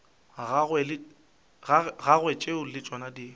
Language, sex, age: Northern Sotho, male, 23